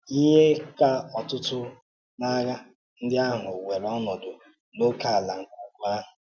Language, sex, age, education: Igbo, male, 30-45, tertiary